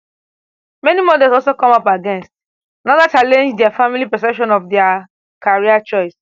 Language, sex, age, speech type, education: Nigerian Pidgin, female, 15-29, spontaneous, tertiary